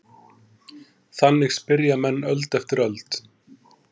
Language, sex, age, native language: Icelandic, male, 30-39, Icelandic